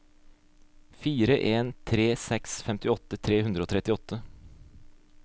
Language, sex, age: Norwegian, male, 26